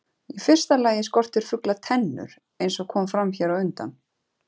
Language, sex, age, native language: Icelandic, female, 30-39, Icelandic